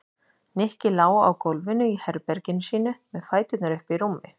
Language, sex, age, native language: Icelandic, female, 40-49, Icelandic